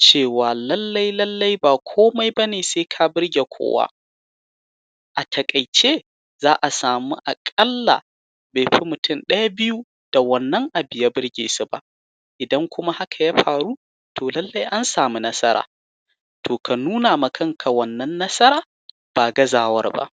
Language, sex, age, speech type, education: Hausa, male, 15-29, spontaneous, primary